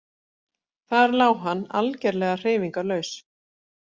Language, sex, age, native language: Icelandic, female, 40-49, Icelandic